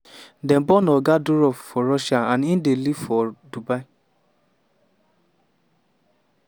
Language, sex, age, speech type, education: Nigerian Pidgin, male, 15-29, spontaneous, tertiary